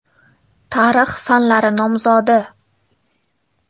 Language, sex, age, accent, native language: Uzbek, female, 19-29, Toshkent viloyati, Uzbek